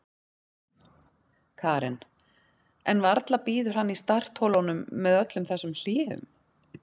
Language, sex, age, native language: Icelandic, female, 40-49, Icelandic